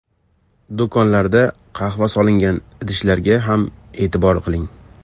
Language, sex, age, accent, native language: Uzbek, male, 25-34, Toshkent shahri, Uzbek